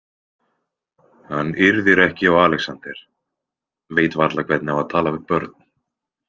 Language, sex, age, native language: Icelandic, male, 20-29, Icelandic